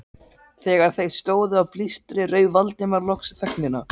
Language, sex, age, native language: Icelandic, male, 13, Icelandic